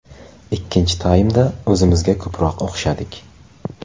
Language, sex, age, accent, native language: Uzbek, male, 18-24, Qashqadaryo, Uzbek